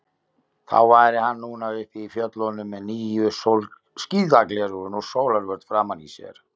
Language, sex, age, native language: Icelandic, male, 50-59, Icelandic